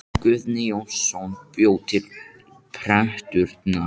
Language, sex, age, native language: Icelandic, male, 18-19, Icelandic